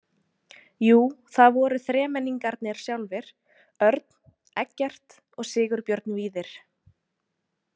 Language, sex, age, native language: Icelandic, female, 20-29, Icelandic